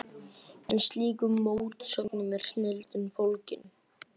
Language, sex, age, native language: Icelandic, male, 12, Icelandic